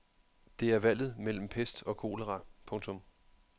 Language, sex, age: Danish, male, 31